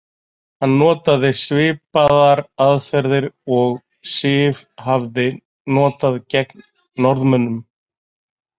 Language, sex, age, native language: Icelandic, male, 40-49, Icelandic